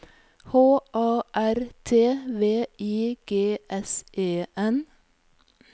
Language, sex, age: Norwegian, female, 46